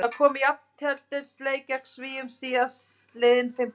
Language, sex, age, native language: Icelandic, female, 30-39, Icelandic